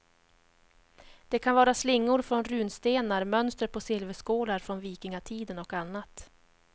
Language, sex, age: Swedish, female, 31